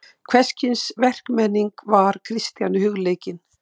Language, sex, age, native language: Icelandic, female, 60-69, Icelandic